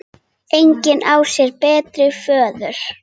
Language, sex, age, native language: Icelandic, female, 8, Icelandic